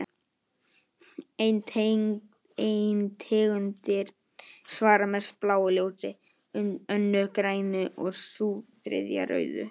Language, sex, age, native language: Icelandic, male, 18-19, Icelandic